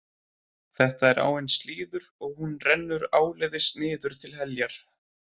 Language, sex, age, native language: Icelandic, male, 20-29, Icelandic